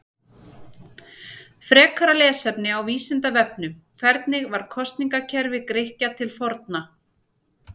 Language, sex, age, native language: Icelandic, female, 40-49, Icelandic